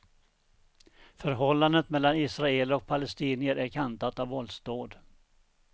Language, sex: Swedish, male